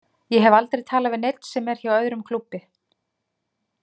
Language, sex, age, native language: Icelandic, female, 30-39, Icelandic